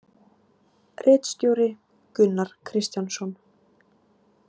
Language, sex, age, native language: Icelandic, female, 18-19, Icelandic